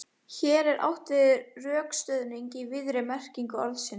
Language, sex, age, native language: Icelandic, female, 18-19, Icelandic